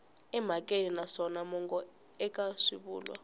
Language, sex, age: Tsonga, female, 20